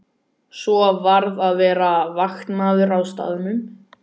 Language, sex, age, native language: Icelandic, male, 12, Icelandic